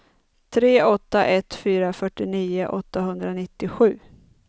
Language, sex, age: Swedish, female, 30